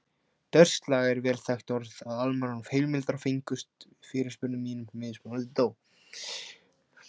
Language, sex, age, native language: Icelandic, male, 16, Icelandic